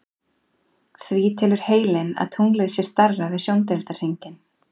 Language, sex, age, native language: Icelandic, female, 40-49, Icelandic